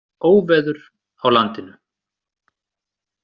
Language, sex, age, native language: Icelandic, male, 30-39, Icelandic